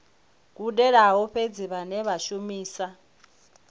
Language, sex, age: Venda, female, 21